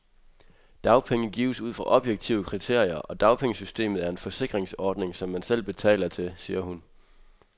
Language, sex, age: Danish, male, 23